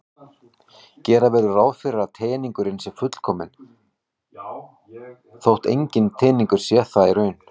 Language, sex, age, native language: Icelandic, male, 18-19, Icelandic